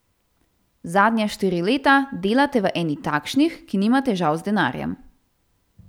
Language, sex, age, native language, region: Slovenian, female, 18-29, Slovenian, Central Slovenia